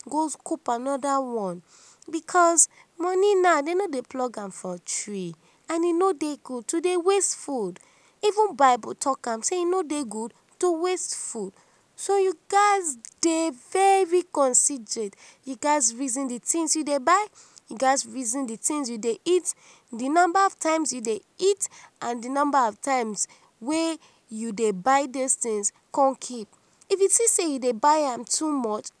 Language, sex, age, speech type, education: Nigerian Pidgin, female, 30-45, spontaneous, tertiary